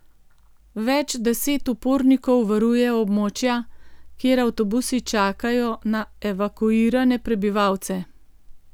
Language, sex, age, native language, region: Slovenian, female, 50-59, Slovenian, Gorenjska region